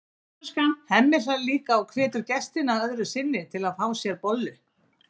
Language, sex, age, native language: Icelandic, female, 60-69, Icelandic